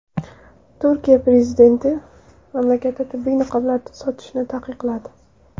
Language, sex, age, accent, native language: Uzbek, female, 19-29, Andijon, Uzbek